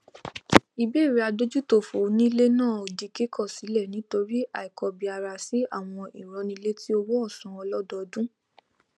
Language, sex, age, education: Yoruba, female, 15-29, tertiary